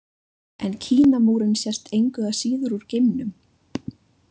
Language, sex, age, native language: Icelandic, female, 20-29, Icelandic